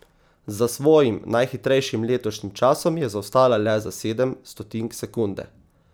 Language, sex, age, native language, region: Slovenian, male, 18-29, Slovenian, Savinja region